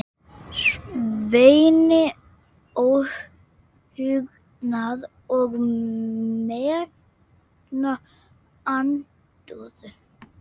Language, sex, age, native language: Icelandic, female, 8, Icelandic